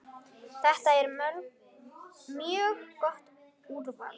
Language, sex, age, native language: Icelandic, female, 8, Icelandic